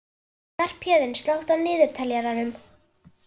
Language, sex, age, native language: Icelandic, female, 11, Icelandic